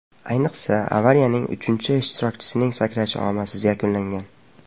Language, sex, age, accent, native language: Uzbek, male, 12-17, Farg'ona, Uzbek